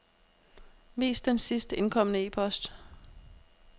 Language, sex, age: Danish, female, 32